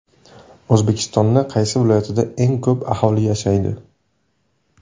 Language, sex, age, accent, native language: Uzbek, male, 18-24, Samarqand, Uzbek